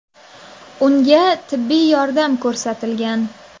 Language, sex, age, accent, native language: Uzbek, female, 19-29, Navoiy, Uzbek